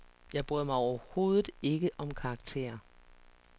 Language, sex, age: Danish, female, 49